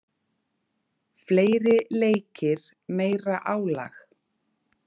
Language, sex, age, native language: Icelandic, female, 30-39, Icelandic